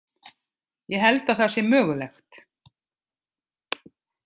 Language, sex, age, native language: Icelandic, female, 50-59, Icelandic